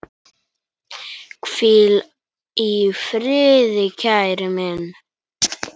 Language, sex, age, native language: Icelandic, male, 9, Icelandic